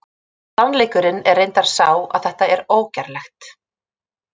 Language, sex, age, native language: Icelandic, female, 30-39, Icelandic